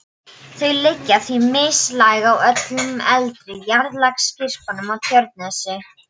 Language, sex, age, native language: Icelandic, female, 12, Polish